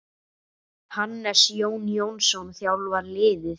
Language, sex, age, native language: Icelandic, male, 9, Icelandic